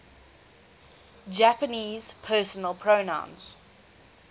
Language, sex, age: English, female, 20